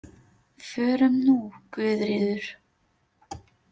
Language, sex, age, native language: Icelandic, female, 30-39, Filipino